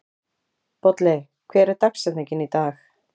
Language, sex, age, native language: Icelandic, female, 40-49, Icelandic